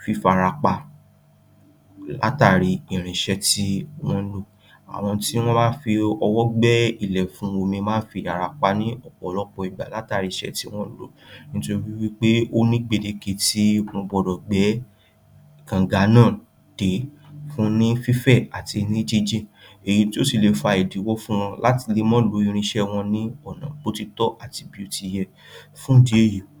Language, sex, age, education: Yoruba, female, 15-29, tertiary